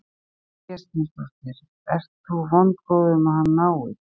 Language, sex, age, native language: Icelandic, female, 50-59, Icelandic